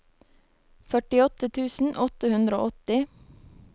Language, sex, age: Norwegian, female, 23